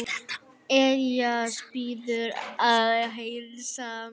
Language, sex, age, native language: Icelandic, female, 9, Icelandic